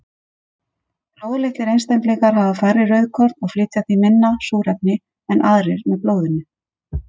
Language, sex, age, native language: Icelandic, female, 50-59, Icelandic